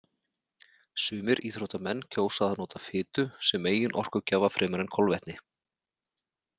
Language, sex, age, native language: Icelandic, male, 40-49, Icelandic